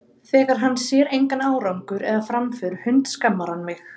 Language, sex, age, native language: Icelandic, female, 30-39, Icelandic